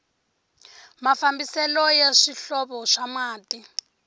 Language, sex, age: Tsonga, female, 20